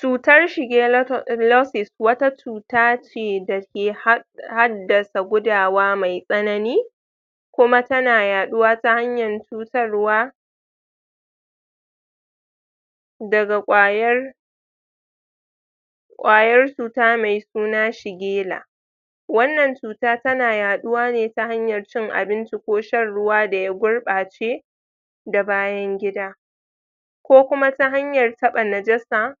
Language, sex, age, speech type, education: Hausa, female, 30-45, spontaneous, tertiary